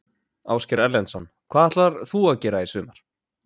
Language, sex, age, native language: Icelandic, male, 20-29, Icelandic